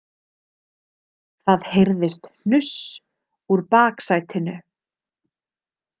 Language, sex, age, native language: Icelandic, female, 30-39, Icelandic